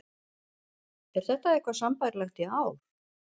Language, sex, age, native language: Icelandic, female, 50-59, Icelandic